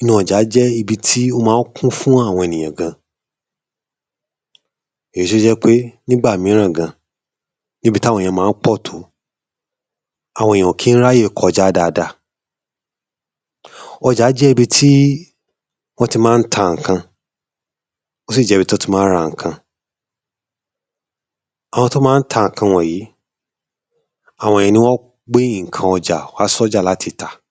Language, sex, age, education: Yoruba, male, 30-45, tertiary